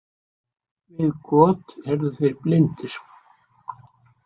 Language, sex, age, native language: Icelandic, male, 60-69, Icelandic